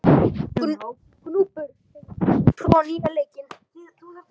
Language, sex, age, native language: Icelandic, male, 11, Icelandic